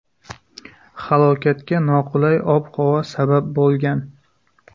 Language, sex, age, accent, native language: Uzbek, male, 25-34, Jizzax, Uzbek